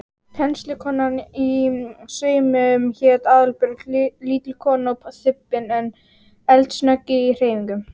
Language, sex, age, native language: Icelandic, female, 18-19, Icelandic